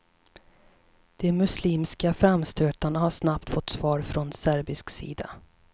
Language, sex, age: Swedish, female, 37